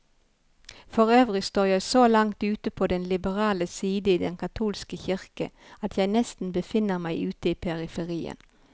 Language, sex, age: Norwegian, female, 51